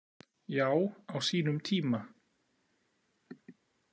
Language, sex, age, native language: Icelandic, male, 40-49, Icelandic